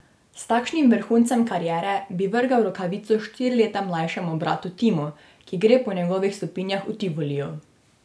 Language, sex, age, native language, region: Slovenian, female, 18-29, Slovenian, Drava region